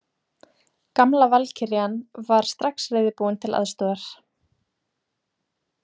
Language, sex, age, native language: Icelandic, female, 20-29, Icelandic